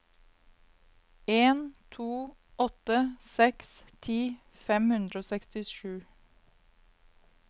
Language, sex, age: Norwegian, female, 22